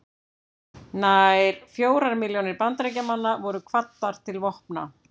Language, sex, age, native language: Icelandic, female, 50-59, Icelandic